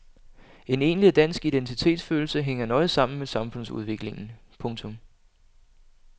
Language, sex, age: Danish, male, 25